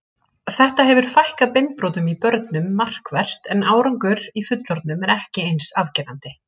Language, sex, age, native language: Icelandic, female, 30-39, Icelandic